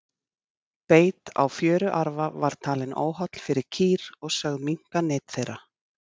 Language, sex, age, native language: Icelandic, female, 50-59, Icelandic